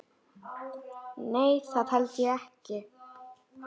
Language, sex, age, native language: Icelandic, female, 8, Icelandic